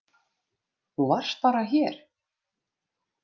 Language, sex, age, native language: Icelandic, female, 50-59, Icelandic